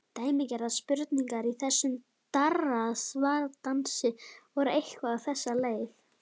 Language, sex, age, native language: Icelandic, female, 11, Icelandic